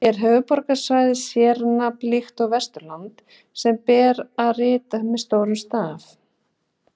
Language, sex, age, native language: Icelandic, female, 40-49, Icelandic